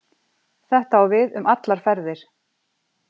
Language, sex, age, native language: Icelandic, female, 40-49, Icelandic